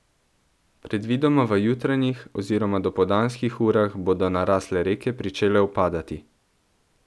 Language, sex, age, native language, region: Slovenian, male, 18-29, Slovenian, Central Slovenia